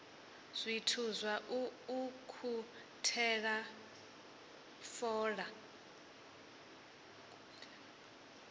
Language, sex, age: Venda, female, 18